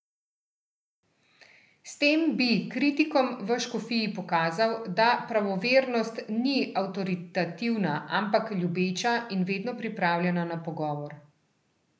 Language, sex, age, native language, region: Slovenian, female, 30-49, Slovenian, Central Slovenia